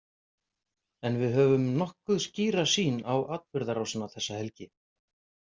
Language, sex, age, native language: Icelandic, male, 50-59, Icelandic